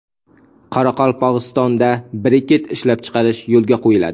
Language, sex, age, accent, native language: Uzbek, male, 19-29, Samarqand, Uzbek